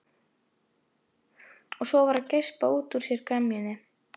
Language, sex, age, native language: Icelandic, female, 11, Icelandic